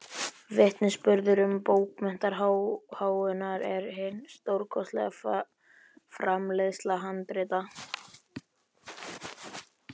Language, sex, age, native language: Icelandic, male, 11, Icelandic